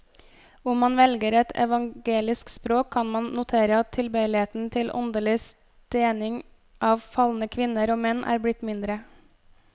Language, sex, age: Norwegian, female, 25